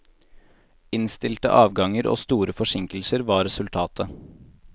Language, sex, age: Norwegian, male, 18